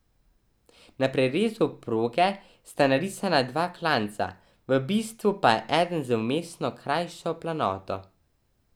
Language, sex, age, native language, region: Slovenian, male, 12-17, Slovenian, Drava region